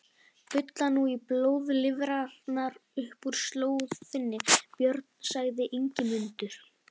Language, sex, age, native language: Icelandic, female, 11, Icelandic